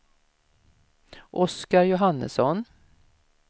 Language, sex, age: Swedish, female, 56